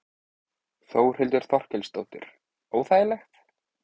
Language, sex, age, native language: Icelandic, male, 20-29, Icelandic